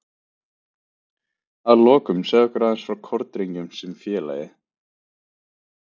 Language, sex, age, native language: Icelandic, male, 20-29, Icelandic